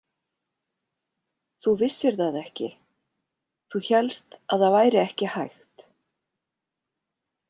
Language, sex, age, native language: Icelandic, female, 40-49, Icelandic